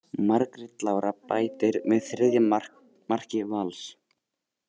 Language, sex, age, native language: Icelandic, male, 18-19, Icelandic